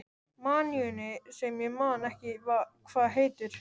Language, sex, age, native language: Icelandic, male, 13, Icelandic